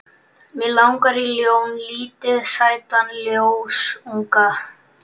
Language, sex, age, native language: Icelandic, male, 11, Icelandic